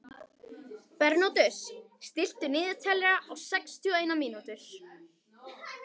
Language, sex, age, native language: Icelandic, female, 18-19, Icelandic